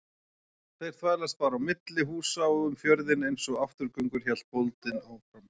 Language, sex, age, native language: Icelandic, male, 40-49, Icelandic